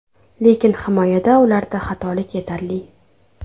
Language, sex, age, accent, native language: Uzbek, female, under 19, Toshkent viloyati, Uzbek